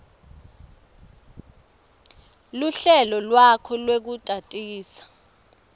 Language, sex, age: Swati, female, 24